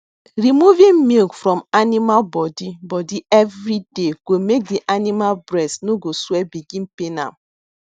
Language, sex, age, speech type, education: Nigerian Pidgin, female, 15-29, spontaneous, tertiary